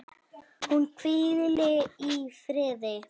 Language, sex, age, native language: Icelandic, female, 9, Icelandic